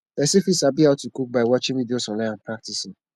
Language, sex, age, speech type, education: Nigerian Pidgin, male, 15-29, spontaneous, tertiary